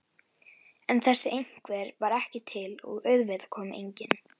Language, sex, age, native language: Icelandic, female, 11, Icelandic